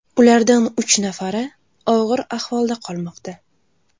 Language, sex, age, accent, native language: Uzbek, female, 18-24, Buxoro, Uzbek